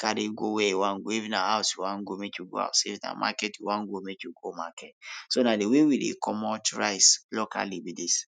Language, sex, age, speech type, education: Nigerian Pidgin, male, 30-45, spontaneous, tertiary